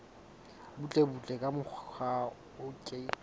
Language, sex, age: Southern Sotho, male, 20